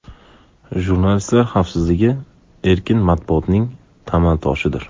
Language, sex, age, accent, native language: Uzbek, male, 25-34, Andijon, Uzbek